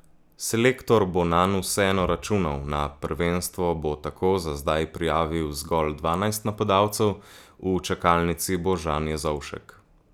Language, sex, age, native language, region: Slovenian, male, 18-29, Slovenian, Gorica region